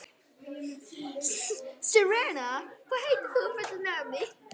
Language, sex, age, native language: Icelandic, female, 18-19, Icelandic